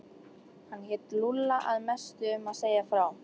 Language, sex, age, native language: Icelandic, female, 13, Icelandic